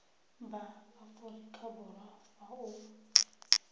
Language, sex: Tswana, female